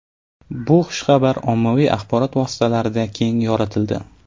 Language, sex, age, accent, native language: Uzbek, male, 18-24, Navoiy, Uzbek